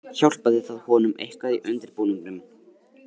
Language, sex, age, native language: Icelandic, male, 80-89, Icelandic